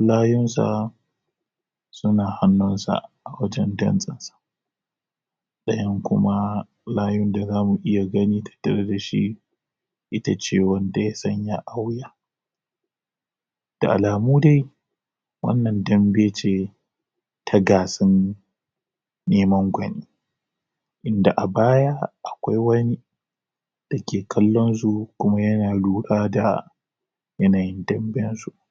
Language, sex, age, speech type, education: Hausa, male, 30-45, spontaneous, tertiary